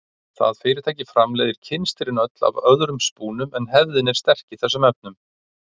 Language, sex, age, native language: Icelandic, male, 40-49, Icelandic